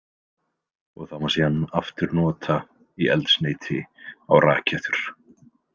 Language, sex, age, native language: Icelandic, male, 20-29, Icelandic